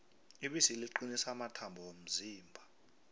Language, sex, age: South Ndebele, male, 23